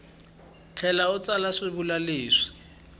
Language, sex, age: Tsonga, male, 20